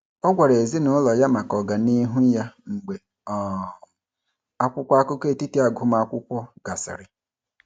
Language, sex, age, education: Igbo, male, 30-45, tertiary